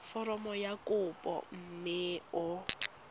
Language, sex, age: Tswana, female, 19